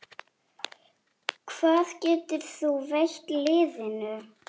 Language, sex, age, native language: Icelandic, female, 8, Icelandic